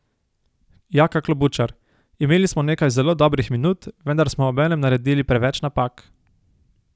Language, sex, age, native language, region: Slovenian, male, 18-29, Slovenian, Savinja region